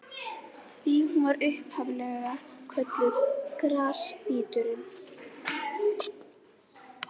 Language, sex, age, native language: Icelandic, female, 11, Icelandic